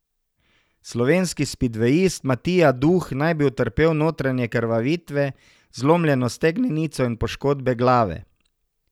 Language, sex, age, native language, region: Slovenian, male, 50-59, Slovenian, Savinja region